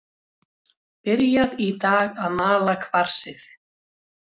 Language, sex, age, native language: Icelandic, female, 40-49, Icelandic